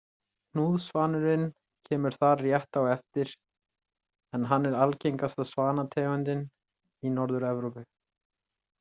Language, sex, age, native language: Icelandic, male, 30-39, Icelandic